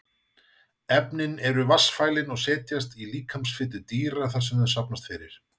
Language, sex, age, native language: Icelandic, male, 40-49, Icelandic